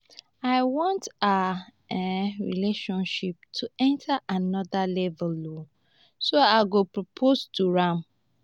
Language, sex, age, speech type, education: Nigerian Pidgin, female, 15-29, spontaneous, tertiary